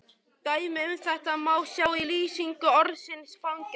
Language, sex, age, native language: Icelandic, male, 11, Icelandic